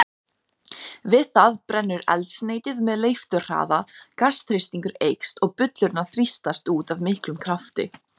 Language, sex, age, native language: Icelandic, female, 30-39, Icelandic